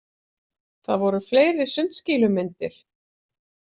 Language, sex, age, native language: Icelandic, female, 40-49, Icelandic